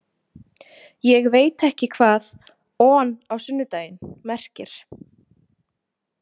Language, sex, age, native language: Icelandic, female, 20-29, Icelandic